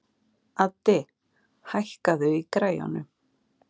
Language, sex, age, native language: Icelandic, female, 40-49, Icelandic